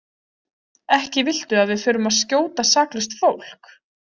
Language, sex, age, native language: Icelandic, female, 30-39, Icelandic